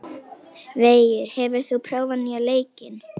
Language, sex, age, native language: Icelandic, female, 18-19, Icelandic